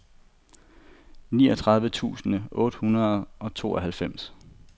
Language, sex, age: Danish, male, 25